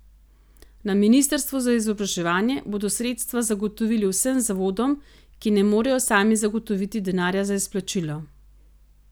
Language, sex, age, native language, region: Slovenian, female, 30-49, Slovenian, Gorenjska region